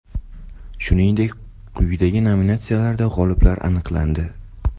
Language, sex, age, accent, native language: Uzbek, male, 18-24, Toshkent viloyati, Uzbek